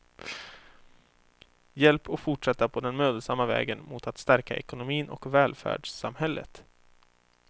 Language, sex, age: Swedish, male, 24